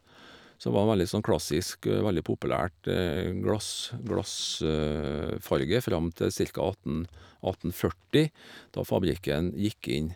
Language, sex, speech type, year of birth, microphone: Norwegian, male, spontaneous, 1951, Shure